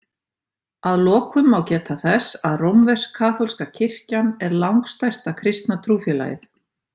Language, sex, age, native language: Icelandic, female, 50-59, Icelandic